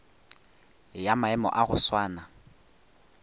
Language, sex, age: Northern Sotho, male, 21